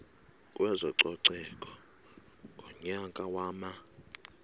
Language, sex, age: Xhosa, male, 32